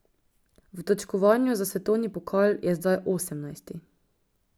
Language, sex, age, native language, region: Slovenian, female, 18-29, Slovenian, Drava region